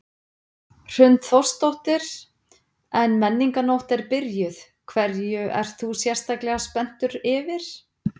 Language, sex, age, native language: Icelandic, female, 50-59, Icelandic